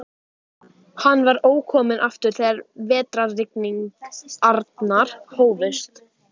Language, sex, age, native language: Icelandic, female, 12, Icelandic